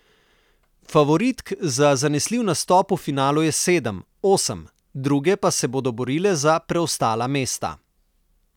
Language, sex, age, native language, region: Slovenian, male, 30-49, Slovenian, Southeast Slovenia